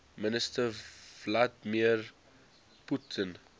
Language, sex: English, male